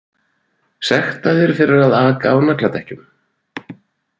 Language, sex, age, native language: Icelandic, male, 40-49, Icelandic